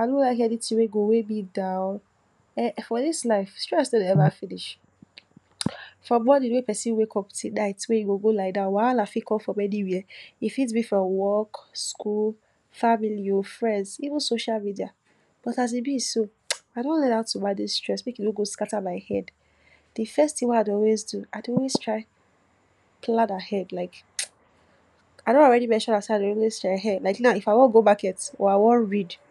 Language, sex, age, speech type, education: Nigerian Pidgin, female, 46-60, spontaneous, tertiary